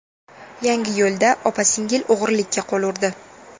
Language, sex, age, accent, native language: Uzbek, female, 19-29, Toshkent viloyati, Uzbek